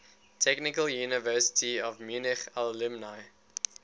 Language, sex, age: English, male, 19